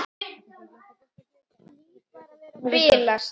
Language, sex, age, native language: Icelandic, male, 11, Icelandic